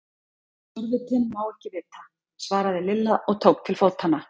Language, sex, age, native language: Icelandic, female, 30-39, Icelandic